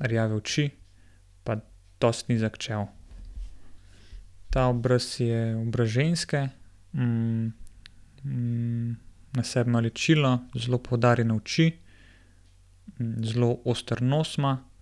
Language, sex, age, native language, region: Slovenian, male, 18-29, Slovenian, Gorenjska region